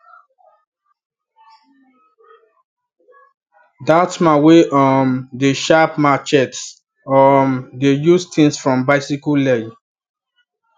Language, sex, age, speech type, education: Nigerian Pidgin, male, 15-29, spontaneous, tertiary